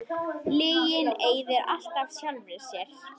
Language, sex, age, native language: Icelandic, female, 10, Icelandic